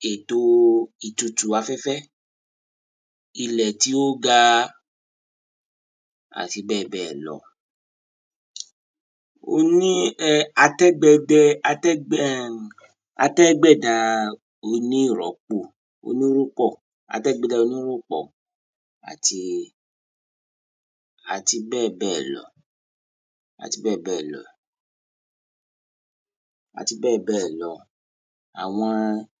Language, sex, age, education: Yoruba, male, 30-45, tertiary